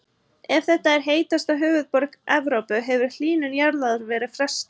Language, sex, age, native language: Icelandic, female, 30-39, Icelandic